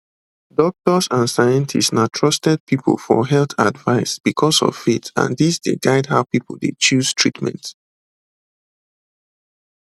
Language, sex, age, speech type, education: Nigerian Pidgin, male, 15-29, spontaneous, tertiary